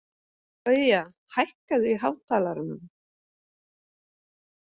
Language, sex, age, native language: Icelandic, female, 50-59, Swedish